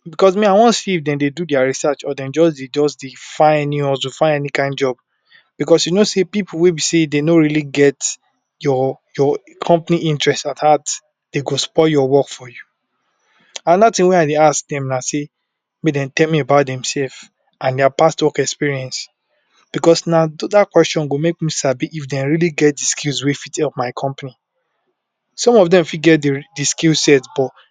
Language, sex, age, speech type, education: Nigerian Pidgin, male, 46-60, spontaneous, tertiary